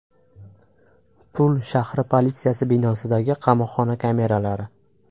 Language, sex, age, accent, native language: Uzbek, male, 25-34, Farg'ona, Uzbek